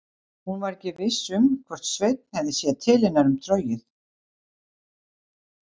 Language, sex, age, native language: Icelandic, female, 60-69, Icelandic